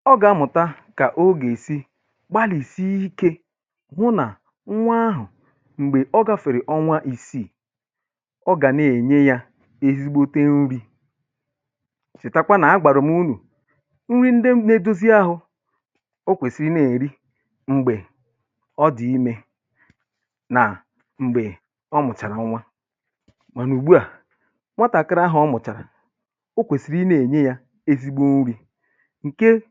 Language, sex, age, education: Igbo, male, 30-45, tertiary